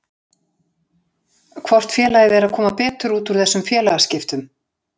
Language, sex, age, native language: Icelandic, female, 60-69, Icelandic